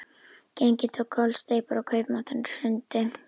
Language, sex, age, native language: Icelandic, female, 11, Icelandic